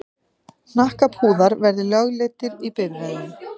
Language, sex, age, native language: Icelandic, female, 50-59, Icelandic